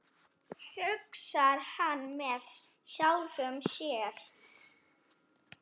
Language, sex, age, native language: Icelandic, female, 7, Icelandic